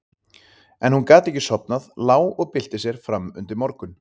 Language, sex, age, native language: Icelandic, male, 30-39, Icelandic